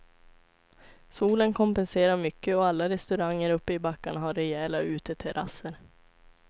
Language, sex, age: Swedish, female, 25